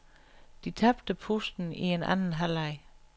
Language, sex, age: Danish, female, 61